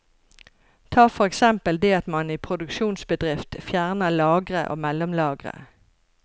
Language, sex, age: Norwegian, female, 54